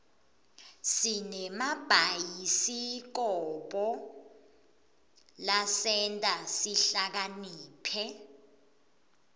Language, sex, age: Swati, female, 22